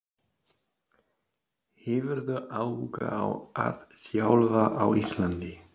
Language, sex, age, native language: Icelandic, male, 30-39, German